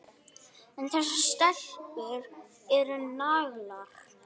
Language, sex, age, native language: Icelandic, male, 8, Icelandic